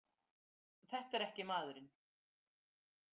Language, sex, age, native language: Icelandic, female, 50-59, Icelandic